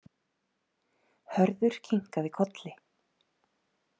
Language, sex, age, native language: Icelandic, female, 30-39, Icelandic